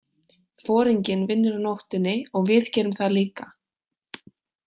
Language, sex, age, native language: Icelandic, female, 18-19, Icelandic